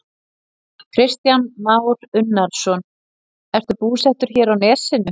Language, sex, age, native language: Icelandic, female, 30-39, Icelandic